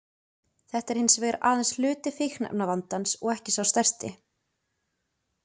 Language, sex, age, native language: Icelandic, female, 20-29, Icelandic